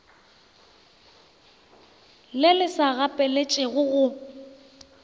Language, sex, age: Northern Sotho, female, 24